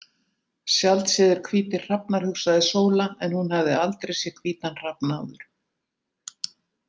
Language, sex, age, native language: Icelandic, female, 60-69, Icelandic